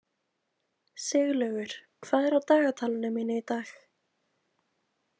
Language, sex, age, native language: Icelandic, female, 20-29, Icelandic